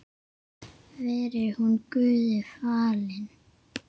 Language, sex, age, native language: Icelandic, male, 8, Icelandic